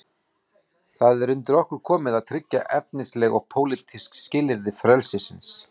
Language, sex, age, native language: Icelandic, male, 40-49, Icelandic